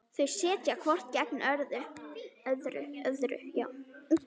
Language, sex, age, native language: Icelandic, female, 9, Icelandic